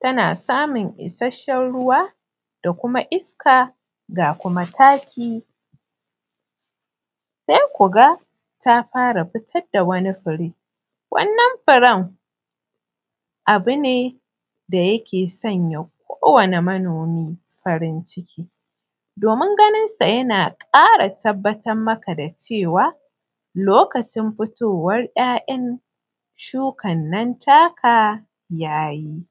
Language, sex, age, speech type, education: Hausa, female, 15-29, spontaneous, primary